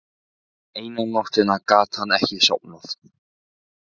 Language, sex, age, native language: Icelandic, male, 15, Icelandic